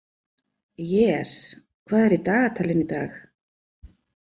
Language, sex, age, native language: Icelandic, female, 40-49, Icelandic